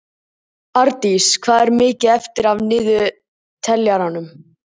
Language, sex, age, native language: Icelandic, male, 18-19, Icelandic